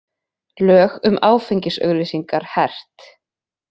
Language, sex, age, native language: Icelandic, female, 20-29, Icelandic